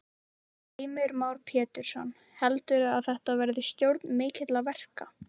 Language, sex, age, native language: Icelandic, female, 18-19, Icelandic